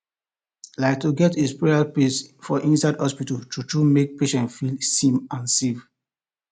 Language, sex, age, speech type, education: Nigerian Pidgin, male, 15-29, spontaneous, tertiary